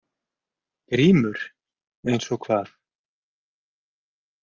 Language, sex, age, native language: Icelandic, male, 40-49, Icelandic